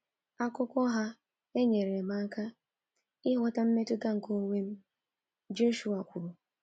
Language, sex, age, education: Igbo, female, 15-29, tertiary